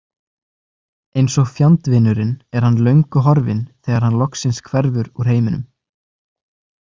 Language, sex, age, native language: Icelandic, male, 20-29, Icelandic